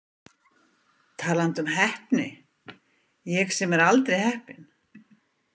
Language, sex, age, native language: Icelandic, female, 50-59, Icelandic